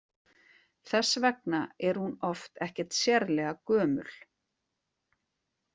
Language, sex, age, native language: Icelandic, female, 40-49, Icelandic